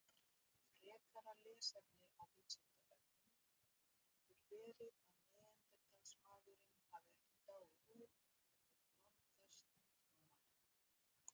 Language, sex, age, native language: Icelandic, female, 60-69, Icelandic